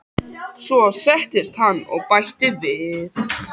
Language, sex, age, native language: Icelandic, other, 13, Icelandic